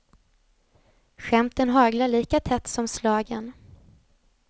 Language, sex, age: Swedish, female, 20